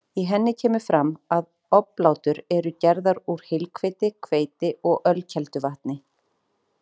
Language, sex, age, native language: Icelandic, female, 40-49, Icelandic